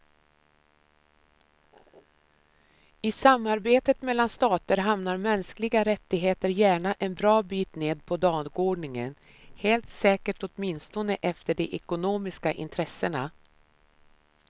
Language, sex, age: Swedish, female, 53